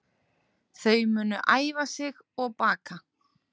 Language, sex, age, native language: Icelandic, female, 30-39, Icelandic